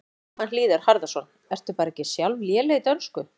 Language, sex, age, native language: Icelandic, female, 14, Icelandic